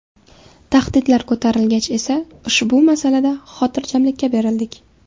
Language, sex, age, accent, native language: Uzbek, female, 18-24, Samarqand, Uzbek